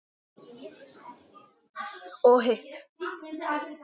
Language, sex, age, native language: Icelandic, female, 10, English